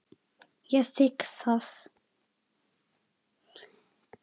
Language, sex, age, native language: Icelandic, male, 7, Icelandic